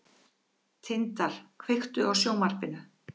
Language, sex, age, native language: Icelandic, female, 50-59, Icelandic